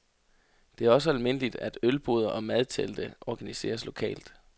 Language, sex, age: Danish, male, 33